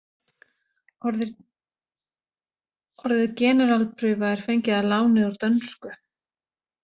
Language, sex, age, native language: Icelandic, female, 40-49, Icelandic